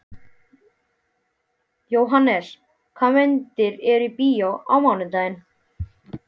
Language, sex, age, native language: Icelandic, male, 12, Icelandic